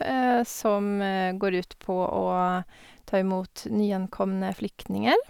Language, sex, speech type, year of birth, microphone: Norwegian, female, spontaneous, 1985, Sennheiser